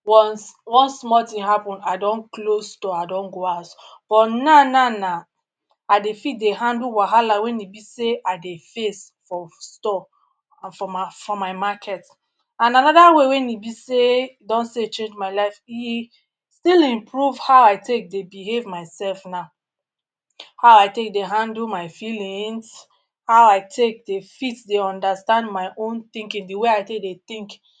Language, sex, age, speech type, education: Nigerian Pidgin, male, 60+, spontaneous, tertiary